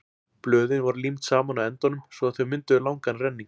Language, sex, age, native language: Icelandic, male, 40-49, Icelandic